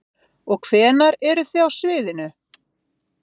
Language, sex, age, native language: Icelandic, female, 50-59, Icelandic